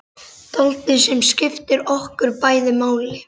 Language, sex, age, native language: Icelandic, male, 11, Icelandic